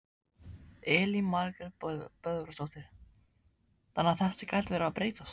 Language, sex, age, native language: Icelandic, male, 14, Icelandic